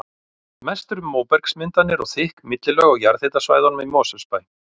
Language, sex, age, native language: Icelandic, male, 40-49, Icelandic